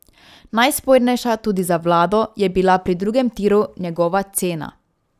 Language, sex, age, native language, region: Slovenian, female, 18-29, Slovenian, Drava region